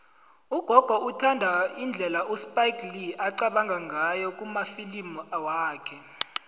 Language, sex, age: South Ndebele, male, 20